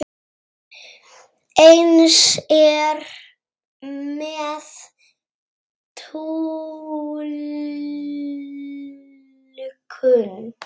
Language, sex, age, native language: Icelandic, female, 6, Icelandic